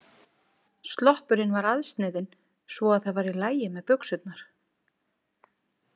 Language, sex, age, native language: Icelandic, female, 40-49, Icelandic